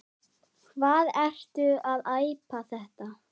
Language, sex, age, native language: Icelandic, male, 10, Icelandic